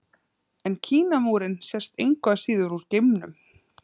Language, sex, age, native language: Icelandic, female, 30-39, Icelandic